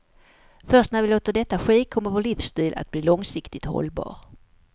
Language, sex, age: Swedish, female, 54